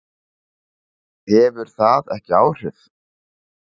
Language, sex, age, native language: Icelandic, male, 40-49, Icelandic